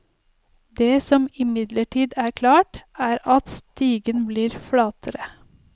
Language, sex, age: Norwegian, female, 30